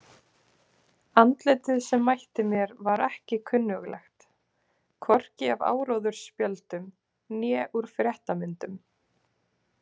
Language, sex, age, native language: Icelandic, female, 20-29, Icelandic